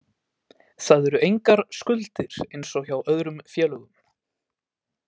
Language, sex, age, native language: Icelandic, male, 18-19, Icelandic